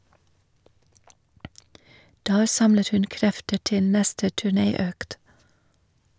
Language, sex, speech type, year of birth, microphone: Norwegian, female, read, 1961, Shure